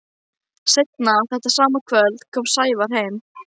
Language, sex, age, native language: Icelandic, female, 15, Icelandic